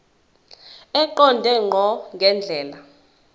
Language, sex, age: Zulu, female, 21